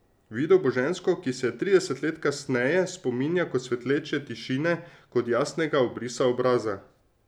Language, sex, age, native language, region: Slovenian, male, 30-49, Slovenian, Drava region